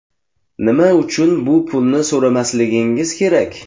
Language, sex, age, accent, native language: Uzbek, male, 18-24, Jizzax, Uzbek